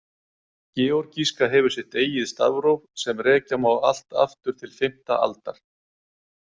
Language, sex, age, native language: Icelandic, male, 40-49, Icelandic